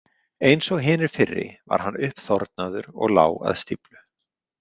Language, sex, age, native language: Icelandic, male, 50-59, Icelandic